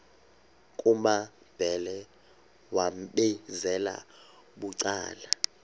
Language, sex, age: Xhosa, male, 31